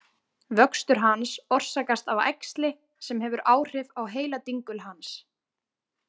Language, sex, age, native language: Icelandic, female, 20-29, Icelandic